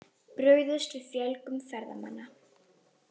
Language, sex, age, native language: Icelandic, female, 18-19, Icelandic